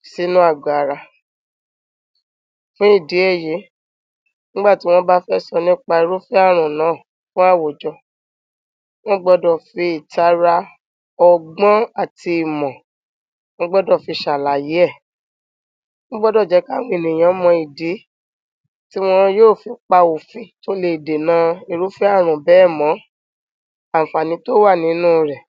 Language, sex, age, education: Yoruba, female, 30-45, tertiary